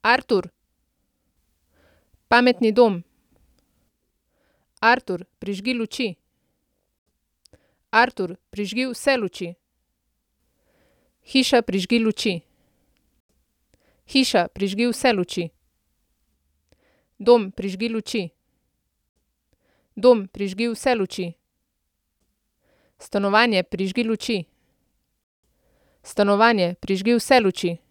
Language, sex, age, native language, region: Slovenian, female, 30-49, Slovenian, Central Slovenia